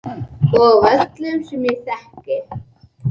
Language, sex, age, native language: Icelandic, male, 11, English